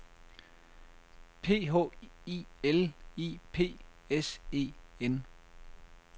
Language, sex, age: Danish, male, 33